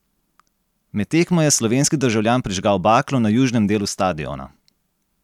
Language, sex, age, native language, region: Slovenian, male, 30-49, Slovenian, Gorenjska region